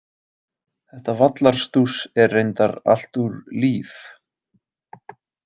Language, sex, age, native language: Icelandic, male, 20-29, Icelandic